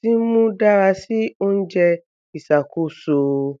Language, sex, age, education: Yoruba, female, 15-29, tertiary